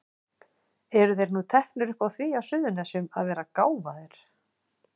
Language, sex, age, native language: Icelandic, female, 40-49, Icelandic